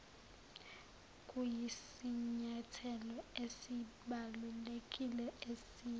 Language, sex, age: Zulu, female, 19